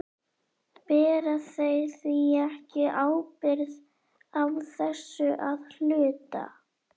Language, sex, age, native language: Icelandic, female, 11, Icelandic